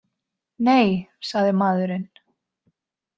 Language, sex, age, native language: Icelandic, female, 20-29, Icelandic